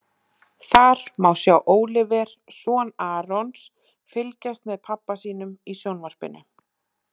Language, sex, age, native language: Icelandic, female, 20-29, Icelandic